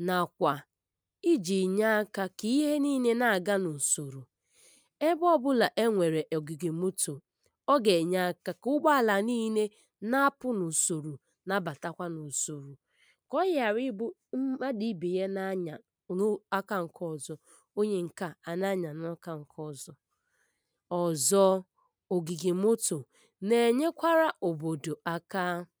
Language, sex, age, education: Igbo, female, 15-29, primary